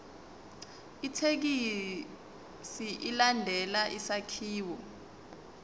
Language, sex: Zulu, female